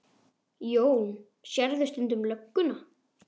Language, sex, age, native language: Icelandic, male, 10, Icelandic